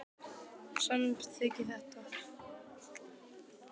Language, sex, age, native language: Icelandic, male, 12, Icelandic